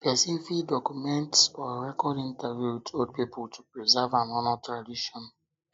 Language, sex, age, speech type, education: Nigerian Pidgin, male, 15-29, spontaneous, tertiary